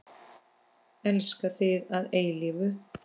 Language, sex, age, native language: Icelandic, female, 10, Icelandic